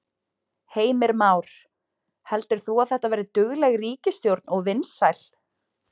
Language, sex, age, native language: Icelandic, female, 20-29, Icelandic